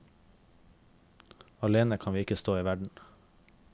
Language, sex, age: Norwegian, male, 21